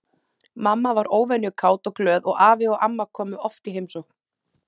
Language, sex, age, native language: Icelandic, female, 30-39, Icelandic